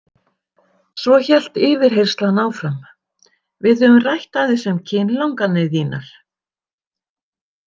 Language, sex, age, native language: Icelandic, female, 60-69, Icelandic